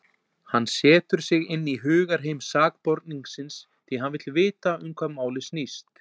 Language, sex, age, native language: Icelandic, male, 40-49, Icelandic